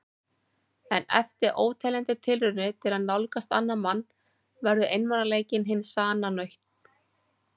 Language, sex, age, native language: Icelandic, female, 40-49, Icelandic